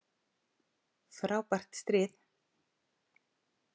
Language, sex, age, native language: Icelandic, female, 40-49, Icelandic